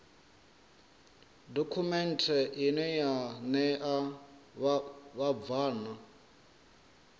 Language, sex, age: Venda, male, 34